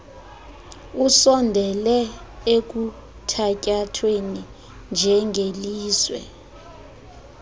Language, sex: Xhosa, female